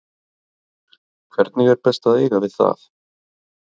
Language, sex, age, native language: Icelandic, male, 30-39, Icelandic